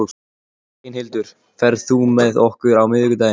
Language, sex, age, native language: Icelandic, male, 14, Icelandic